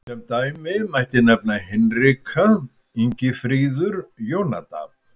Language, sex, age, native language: Icelandic, male, 70-79, Icelandic